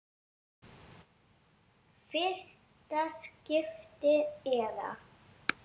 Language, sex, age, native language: Icelandic, female, 7, Icelandic